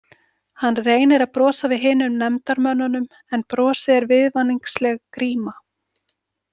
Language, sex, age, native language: Icelandic, female, 40-49, Icelandic